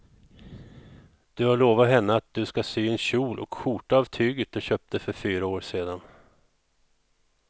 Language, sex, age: Swedish, male, 41